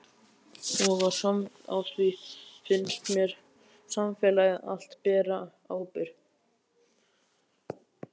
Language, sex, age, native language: Icelandic, male, 12, Icelandic